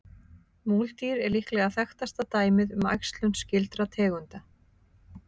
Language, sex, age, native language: Icelandic, female, 50-59, Icelandic